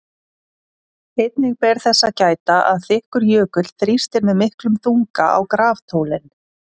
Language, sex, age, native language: Icelandic, female, 30-39, Icelandic